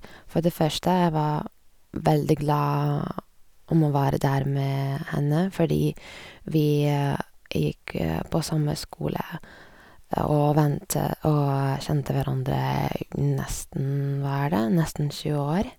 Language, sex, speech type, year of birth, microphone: Norwegian, female, spontaneous, 1986, Sennheiser